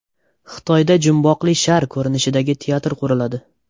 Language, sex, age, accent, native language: Uzbek, male, 18-24, Toshkent viloyati, Uzbek